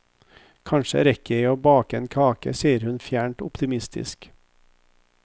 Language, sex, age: Norwegian, male, 50